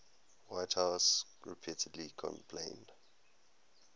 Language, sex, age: English, male, 19